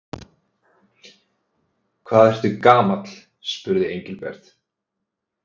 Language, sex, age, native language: Icelandic, male, 30-39, Icelandic